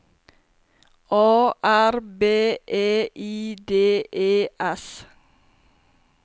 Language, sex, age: Norwegian, female, 32